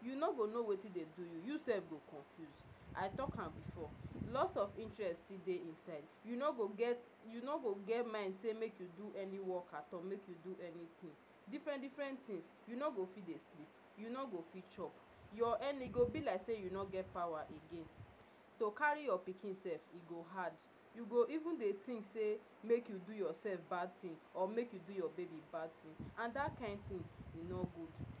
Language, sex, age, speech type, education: Nigerian Pidgin, female, 46-60, spontaneous, tertiary